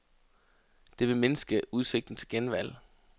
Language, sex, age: Danish, male, 33